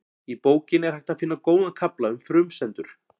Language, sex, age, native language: Icelandic, male, 40-49, Icelandic